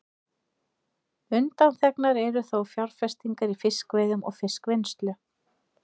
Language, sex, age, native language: Icelandic, female, 30-39, Icelandic